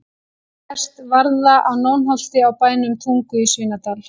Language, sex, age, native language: Icelandic, female, 18-19, Icelandic